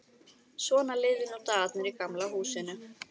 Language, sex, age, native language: Icelandic, female, 13, Icelandic